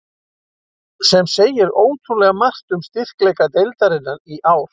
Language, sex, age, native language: Icelandic, male, 60-69, Icelandic